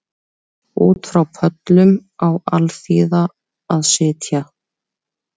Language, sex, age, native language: Icelandic, female, 30-39, Icelandic